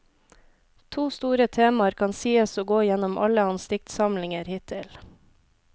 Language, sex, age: Norwegian, female, 26